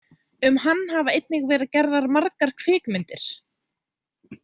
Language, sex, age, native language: Icelandic, female, 20-29, Icelandic